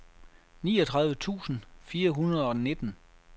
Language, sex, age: Danish, male, 33